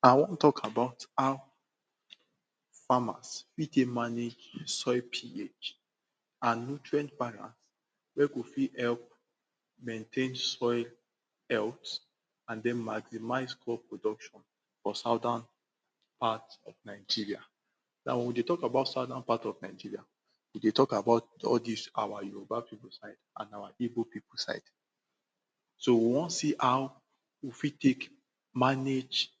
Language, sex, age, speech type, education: Nigerian Pidgin, male, 46-60, spontaneous, tertiary